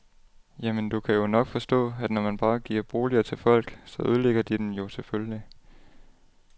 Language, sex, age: Danish, male, 18